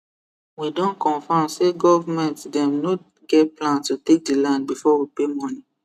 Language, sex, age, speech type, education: Nigerian Pidgin, male, 15-29, spontaneous, tertiary